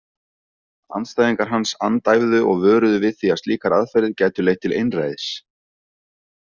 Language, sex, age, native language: Icelandic, male, 20-29, Icelandic